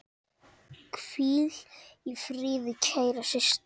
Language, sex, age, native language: Icelandic, female, 7, Icelandic